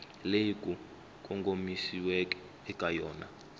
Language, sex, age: Tsonga, male, 19